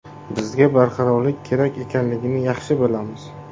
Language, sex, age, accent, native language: Uzbek, male, 18-24, Buxoro, Uzbek